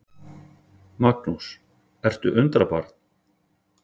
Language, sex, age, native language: Icelandic, male, 40-49, Icelandic